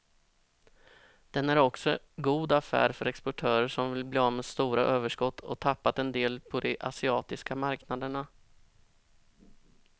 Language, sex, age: Swedish, male, 32